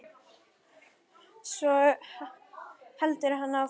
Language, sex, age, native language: Icelandic, female, 10, Icelandic